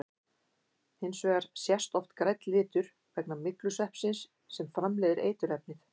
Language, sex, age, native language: Icelandic, female, 50-59, Icelandic